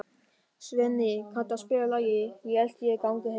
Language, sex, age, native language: Icelandic, male, 13, German